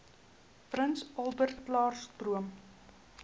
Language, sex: Afrikaans, female